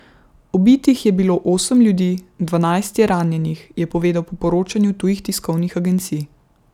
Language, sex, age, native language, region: Slovenian, female, 18-29, Slovenian, Central Slovenia